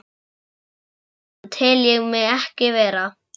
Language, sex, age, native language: Icelandic, male, 11, Icelandic